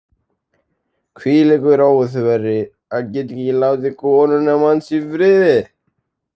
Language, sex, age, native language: Icelandic, male, 18-19, Icelandic